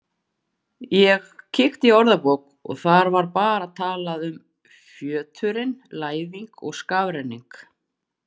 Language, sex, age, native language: Icelandic, female, 40-49, Icelandic